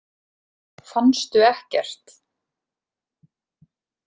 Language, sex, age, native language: Icelandic, female, 20-29, Icelandic